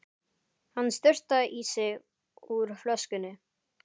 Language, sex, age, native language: Icelandic, male, 11, Icelandic